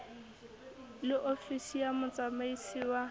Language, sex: Southern Sotho, female